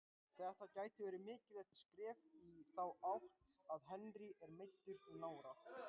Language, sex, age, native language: Icelandic, male, 18-19, Icelandic